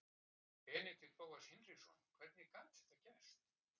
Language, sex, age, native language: Icelandic, male, 60-69, Icelandic